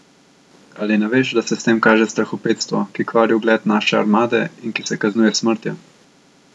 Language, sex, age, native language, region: Slovenian, male, 18-29, Slovenian, Central Slovenia